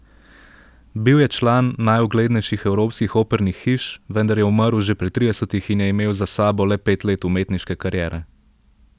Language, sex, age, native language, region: Slovenian, male, 18-29, Slovenian, Central Slovenia